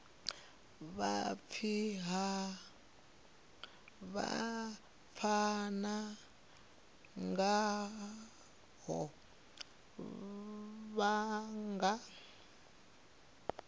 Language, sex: Venda, female